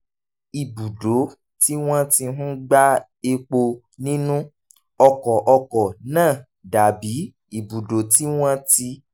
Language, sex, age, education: Yoruba, male, 15-29, tertiary